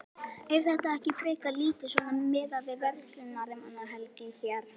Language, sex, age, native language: Icelandic, female, 11, Icelandic